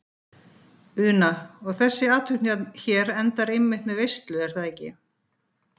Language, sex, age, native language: Icelandic, female, 50-59, Icelandic